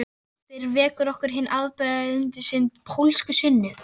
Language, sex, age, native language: Icelandic, female, 13, Icelandic